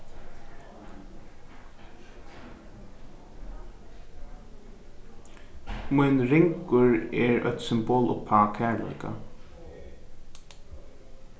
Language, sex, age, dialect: Faroese, male, 15-35, Norðuroyggjar